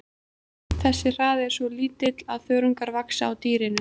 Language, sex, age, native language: Icelandic, female, 20-29, Icelandic